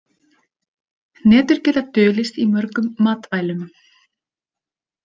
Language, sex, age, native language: Icelandic, female, 30-39, Icelandic